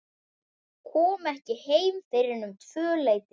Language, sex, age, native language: Icelandic, female, 11, Icelandic